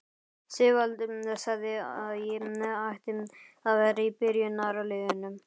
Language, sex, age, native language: Icelandic, male, 11, Icelandic